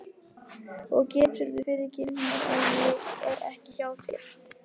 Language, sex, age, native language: Icelandic, male, 12, Icelandic